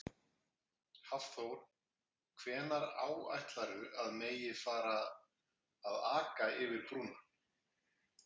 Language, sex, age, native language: Icelandic, male, 50-59, Icelandic